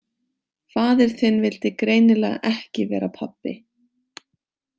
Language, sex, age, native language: Icelandic, female, 18-19, Icelandic